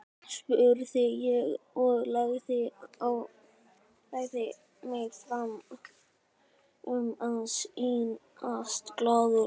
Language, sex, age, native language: Icelandic, male, 12, Icelandic